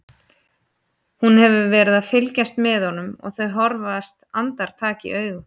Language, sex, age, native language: Icelandic, female, 30-39, Icelandic